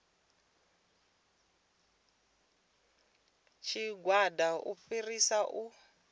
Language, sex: Venda, female